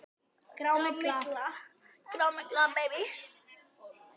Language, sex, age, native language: Icelandic, male, 10, Icelandic